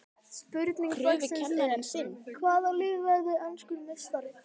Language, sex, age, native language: Icelandic, male, 12, Icelandic